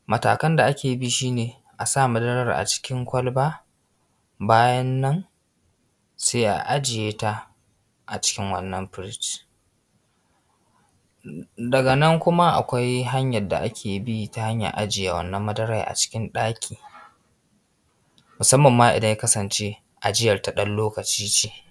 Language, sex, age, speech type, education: Hausa, male, 15-29, spontaneous, secondary